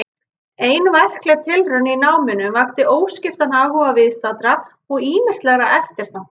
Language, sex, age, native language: Icelandic, female, 30-39, Icelandic